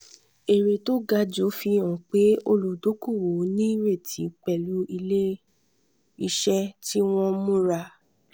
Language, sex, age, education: Yoruba, female, 15-29, tertiary